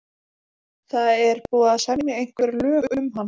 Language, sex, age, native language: Icelandic, female, 20-29, Icelandic